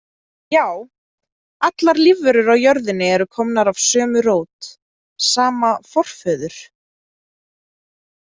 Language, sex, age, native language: Icelandic, female, 20-29, Icelandic